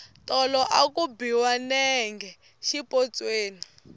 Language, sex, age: Tsonga, female, 18